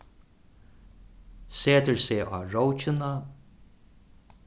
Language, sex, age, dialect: Faroese, male, 36-60, Suðuroy